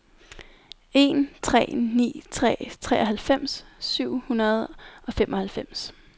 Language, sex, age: Danish, female, 19